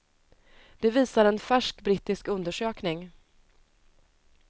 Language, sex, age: Swedish, female, 30